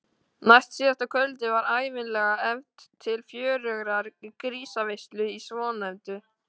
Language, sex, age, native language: Icelandic, male, 13, Icelandic